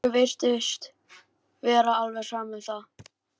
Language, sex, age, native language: Icelandic, male, 11, Icelandic